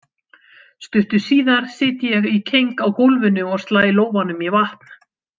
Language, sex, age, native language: Icelandic, female, 50-59, Icelandic